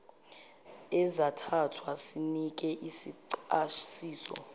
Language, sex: Zulu, female